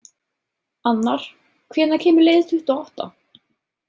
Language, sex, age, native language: Icelandic, female, 30-39, Icelandic